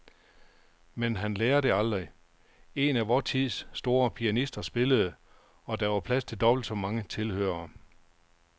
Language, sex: Danish, male